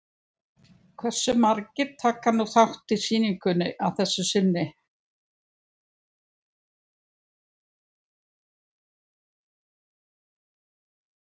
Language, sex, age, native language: Icelandic, female, 70-79, Icelandic